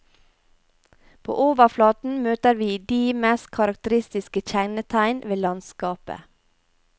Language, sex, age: Norwegian, female, 28